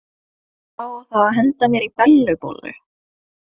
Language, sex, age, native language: Icelandic, female, 20-29, Norwegian